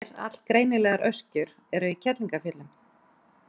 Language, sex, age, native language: Icelandic, female, 40-49, Icelandic